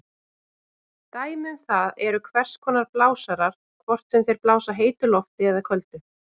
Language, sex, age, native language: Icelandic, female, 30-39, Icelandic